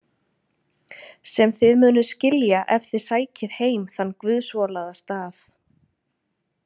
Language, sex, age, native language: Icelandic, female, 20-29, Icelandic